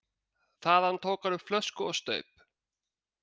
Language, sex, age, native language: Icelandic, male, 30-39, Icelandic